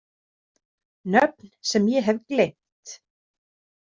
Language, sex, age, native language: Icelandic, female, 30-39, Icelandic